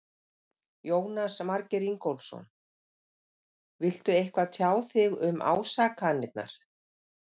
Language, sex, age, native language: Icelandic, female, 50-59, Icelandic